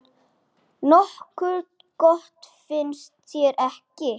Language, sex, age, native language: Icelandic, male, 8, Icelandic